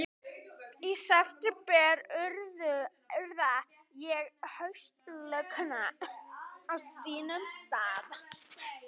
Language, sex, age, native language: Icelandic, male, 11, Icelandic